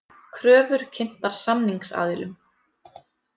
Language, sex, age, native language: Icelandic, female, 30-39, Icelandic